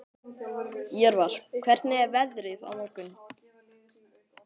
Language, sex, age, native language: Icelandic, male, 11, Icelandic